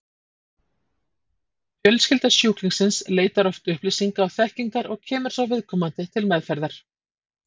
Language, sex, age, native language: Icelandic, female, 40-49, Icelandic